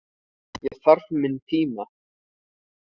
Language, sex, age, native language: Icelandic, male, 30-39, Icelandic